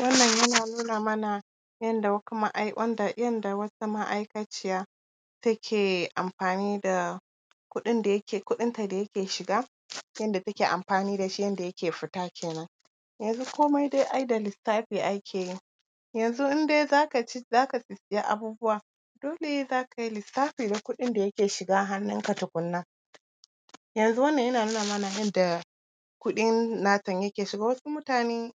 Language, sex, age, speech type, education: Hausa, female, 15-29, spontaneous, primary